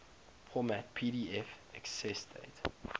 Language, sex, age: English, male, 22